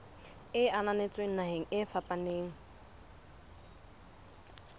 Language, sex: Southern Sotho, female